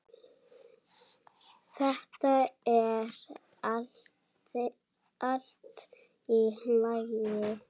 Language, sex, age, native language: Icelandic, male, 7, Icelandic